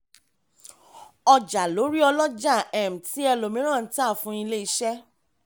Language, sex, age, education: Yoruba, female, 15-29, tertiary